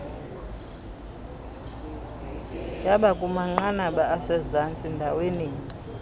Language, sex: Xhosa, female